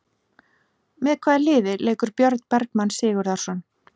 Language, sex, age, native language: Icelandic, female, 40-49, Icelandic